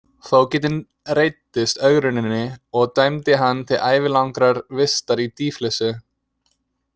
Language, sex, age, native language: Icelandic, male, 20-29, English